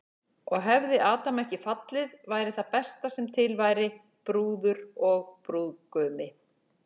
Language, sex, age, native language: Icelandic, female, 40-49, Icelandic